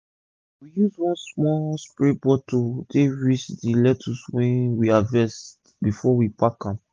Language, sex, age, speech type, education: Nigerian Pidgin, male, 15-29, spontaneous, tertiary